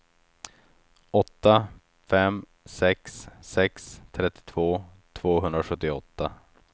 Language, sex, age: Swedish, male, 36